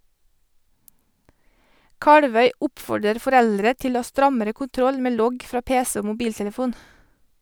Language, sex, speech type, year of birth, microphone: Norwegian, female, read, 1986, Sennheiser